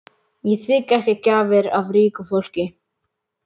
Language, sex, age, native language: Icelandic, male, 11, Icelandic